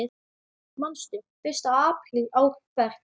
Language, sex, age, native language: Icelandic, male, 10, Icelandic